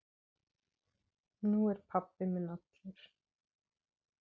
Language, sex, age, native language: Icelandic, female, 8, Icelandic